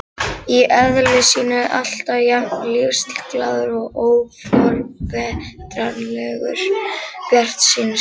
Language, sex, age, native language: Icelandic, female, 11, Icelandic